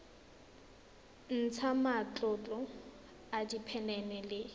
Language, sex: Tswana, female